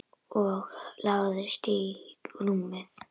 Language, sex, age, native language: Icelandic, female, 10, Icelandic